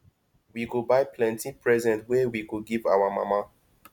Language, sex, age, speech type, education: Nigerian Pidgin, male, 30-45, spontaneous, tertiary